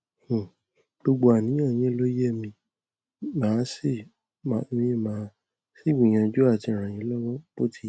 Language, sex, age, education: Yoruba, male, 15-29, tertiary